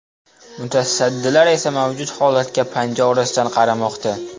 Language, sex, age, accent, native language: Uzbek, male, 12-17, Namangan, Uzbek